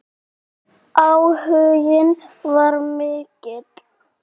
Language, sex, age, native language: Icelandic, male, 6, Icelandic